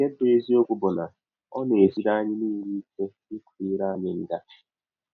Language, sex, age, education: Igbo, male, 30-45, tertiary